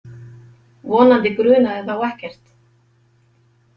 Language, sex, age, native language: Icelandic, female, 50-59, Icelandic